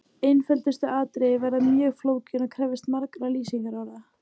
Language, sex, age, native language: Icelandic, female, 18-19, Icelandic